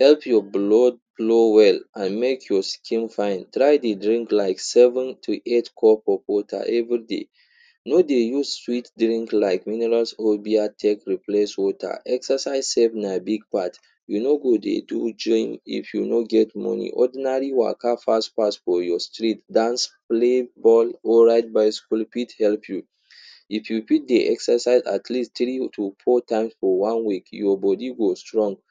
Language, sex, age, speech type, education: Nigerian Pidgin, male, 46-60, spontaneous, tertiary